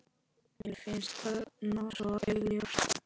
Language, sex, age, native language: Icelandic, male, 11, Polish